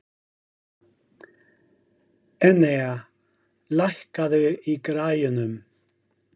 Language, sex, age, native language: Icelandic, male, 50-59, English